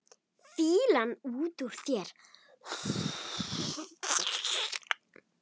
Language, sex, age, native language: Icelandic, female, 8, Icelandic